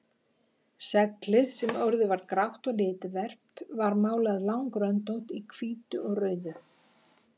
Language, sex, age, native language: Icelandic, female, 50-59, Icelandic